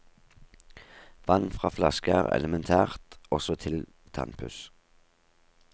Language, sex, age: Norwegian, male, 38